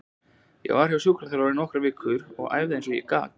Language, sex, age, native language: Icelandic, male, 20-29, Icelandic